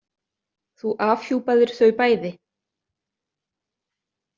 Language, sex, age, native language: Icelandic, other, 30-39, Icelandic